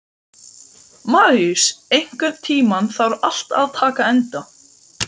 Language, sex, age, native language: Icelandic, male, 12, Icelandic